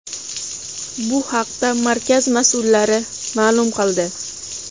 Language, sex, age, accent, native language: Uzbek, female, 18-24, Xorazm, Uzbek